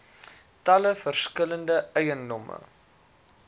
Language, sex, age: Afrikaans, male, 19